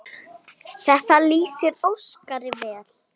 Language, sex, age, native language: Icelandic, female, 8, Icelandic